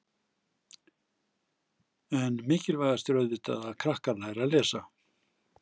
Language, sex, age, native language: Icelandic, male, 60-69, Icelandic